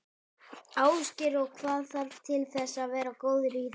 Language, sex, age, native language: Icelandic, male, 18-19, Icelandic